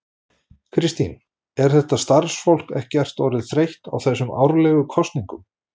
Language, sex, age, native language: Icelandic, male, 40-49, Icelandic